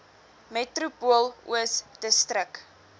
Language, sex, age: Afrikaans, female, 20